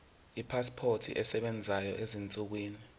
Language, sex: Zulu, male